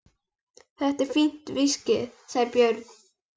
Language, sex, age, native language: Icelandic, female, 11, Icelandic